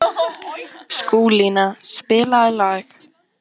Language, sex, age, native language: Icelandic, female, 14, Icelandic